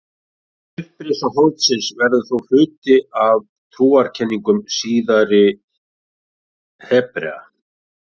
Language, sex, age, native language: Icelandic, male, 40-49, Icelandic